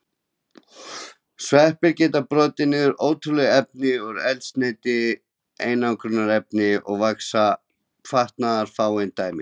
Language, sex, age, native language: Icelandic, male, 20-29, Icelandic